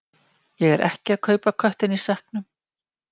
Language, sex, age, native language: Icelandic, female, 50-59, Icelandic